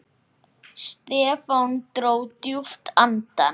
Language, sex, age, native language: Icelandic, male, 8, Icelandic